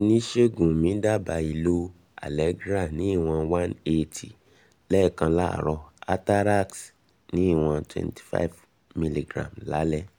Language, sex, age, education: Yoruba, male, 30-45, tertiary